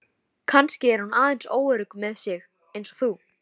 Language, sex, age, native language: Icelandic, female, 13, Icelandic